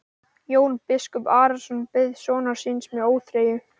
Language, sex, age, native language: Icelandic, male, 12, Icelandic